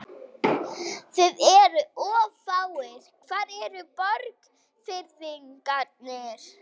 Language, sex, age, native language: Icelandic, female, 11, Icelandic